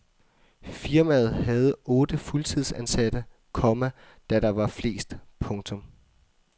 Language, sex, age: Danish, male, 24